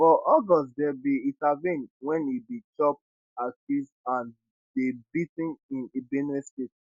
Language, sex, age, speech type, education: Nigerian Pidgin, male, 15-29, spontaneous, tertiary